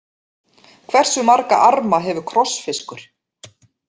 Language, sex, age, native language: Icelandic, female, 40-49, Icelandic